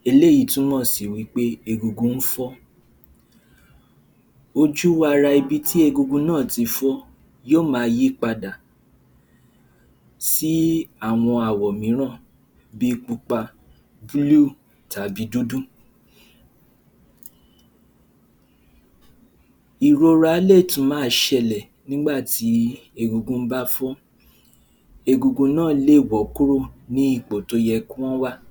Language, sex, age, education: Yoruba, male, 15-29, tertiary